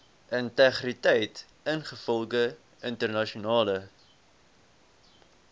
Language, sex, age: Afrikaans, male, 18